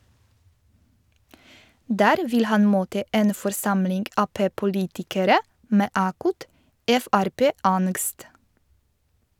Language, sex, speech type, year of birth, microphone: Norwegian, female, read, 1986, Shure